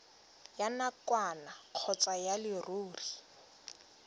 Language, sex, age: Tswana, female, 21